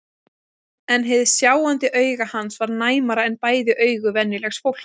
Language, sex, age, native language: Icelandic, female, 20-29, Icelandic